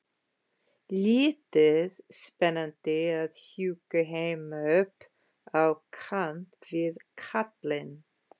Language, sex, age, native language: Icelandic, female, 50-59, English